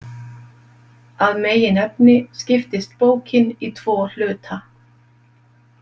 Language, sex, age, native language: Icelandic, female, 50-59, Icelandic